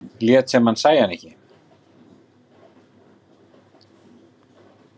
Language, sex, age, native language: Icelandic, male, 40-49, Icelandic